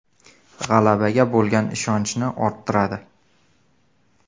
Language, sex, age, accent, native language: Uzbek, male, 18-24, Namangan, Uzbek